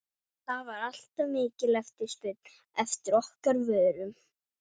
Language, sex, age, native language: Icelandic, male, 12, Icelandic